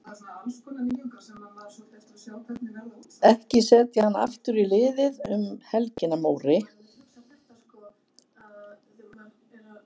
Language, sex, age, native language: Icelandic, female, 70-79, Icelandic